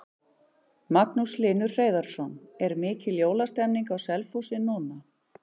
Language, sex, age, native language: Icelandic, male, 11, Icelandic